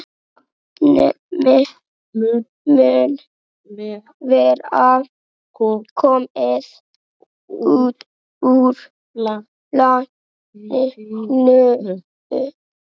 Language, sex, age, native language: Icelandic, male, 18-19, Icelandic